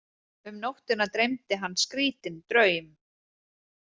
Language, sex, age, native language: Icelandic, female, 30-39, Icelandic